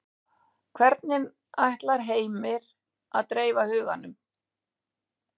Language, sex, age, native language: Icelandic, female, 60-69, Icelandic